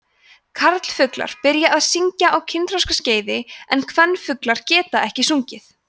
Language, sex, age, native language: Icelandic, female, 20-29, Icelandic